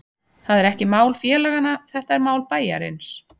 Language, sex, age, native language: Icelandic, female, 30-39, Icelandic